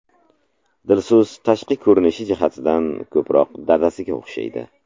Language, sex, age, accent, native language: Uzbek, male, 25-34, Samarqand, Uzbek